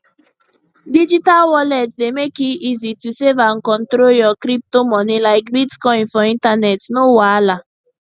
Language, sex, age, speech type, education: Nigerian Pidgin, female, 15-29, spontaneous, secondary